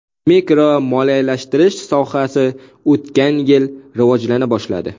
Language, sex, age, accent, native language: Uzbek, male, 19-29, Samarqand, Uzbek